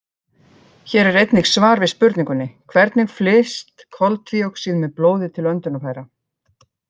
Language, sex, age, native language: Icelandic, female, 50-59, Icelandic